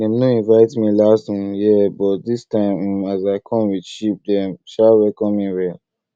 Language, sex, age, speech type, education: Nigerian Pidgin, male, 30-45, spontaneous, tertiary